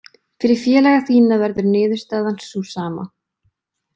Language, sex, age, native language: Icelandic, female, 20-29, Icelandic